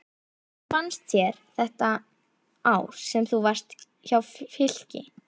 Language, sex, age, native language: Icelandic, female, 11, Icelandic